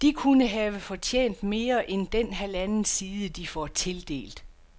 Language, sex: Danish, female